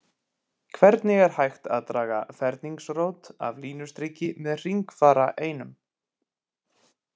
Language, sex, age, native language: Icelandic, male, 20-29, Icelandic